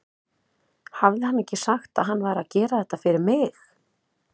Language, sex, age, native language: Icelandic, female, 30-39, Icelandic